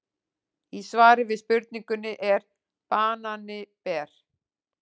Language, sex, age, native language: Icelandic, female, 40-49, Icelandic